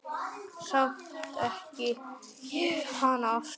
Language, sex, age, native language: Icelandic, male, 9, Icelandic